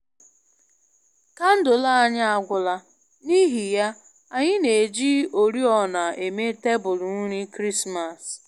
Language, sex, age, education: Igbo, female, 15-29, tertiary